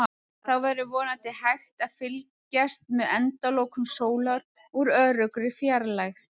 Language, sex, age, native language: Icelandic, female, 30-39, Icelandic